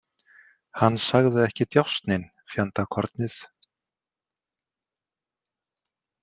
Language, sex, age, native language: Icelandic, male, 50-59, Icelandic